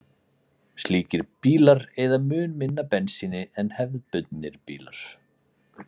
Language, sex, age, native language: Icelandic, male, 40-49, Icelandic